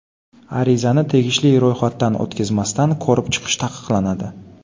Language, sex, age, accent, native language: Uzbek, male, 18-24, Qoraqalpog'iston, Karakalpak